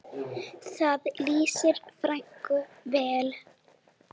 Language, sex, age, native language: Icelandic, female, 7, Icelandic